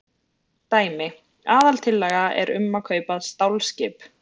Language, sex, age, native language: Icelandic, female, 20-29, Icelandic